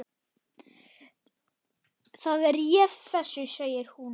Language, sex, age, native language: Icelandic, male, 8, Icelandic